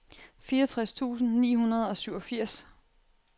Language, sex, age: Danish, female, 28